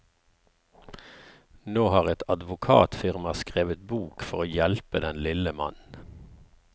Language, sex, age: Norwegian, male, 54